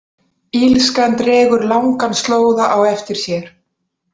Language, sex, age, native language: Icelandic, female, 40-49, Icelandic